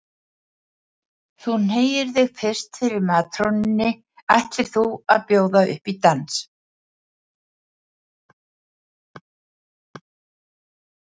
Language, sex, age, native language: Icelandic, female, 70-79, Icelandic